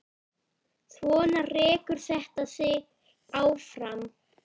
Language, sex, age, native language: Icelandic, female, 9, Icelandic